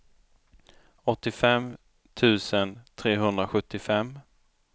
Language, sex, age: Swedish, male, 29